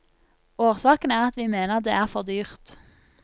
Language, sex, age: Norwegian, female, 24